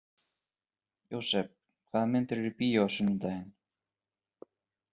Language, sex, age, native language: Icelandic, male, 20-29, Icelandic